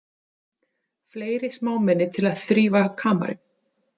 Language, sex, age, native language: Icelandic, female, 30-39, Icelandic